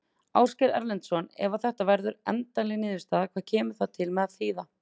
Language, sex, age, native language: Icelandic, female, 30-39, Icelandic